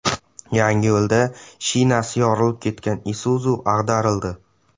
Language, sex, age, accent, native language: Uzbek, male, 12-17, Samarqand, Uzbek